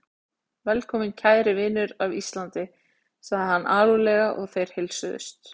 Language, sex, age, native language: Icelandic, female, 40-49, Icelandic